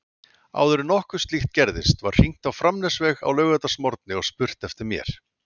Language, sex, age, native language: Icelandic, male, 40-49, Icelandic